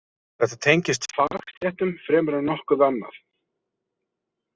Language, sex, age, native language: Icelandic, male, 40-49, Icelandic